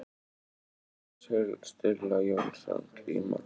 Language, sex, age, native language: Icelandic, male, 18-19, Icelandic